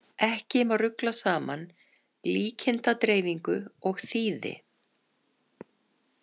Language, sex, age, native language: Icelandic, female, 50-59, Icelandic